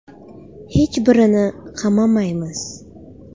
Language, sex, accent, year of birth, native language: Uzbek, female, Farg'ona, 2000, Uzbek